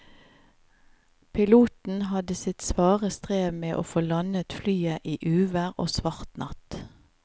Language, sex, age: Norwegian, female, 50